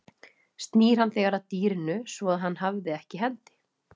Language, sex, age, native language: Icelandic, female, 30-39, Icelandic